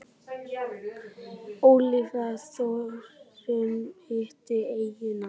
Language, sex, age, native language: Icelandic, male, 9, Icelandic